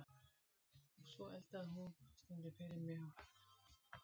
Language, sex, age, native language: Icelandic, female, 40-49, Icelandic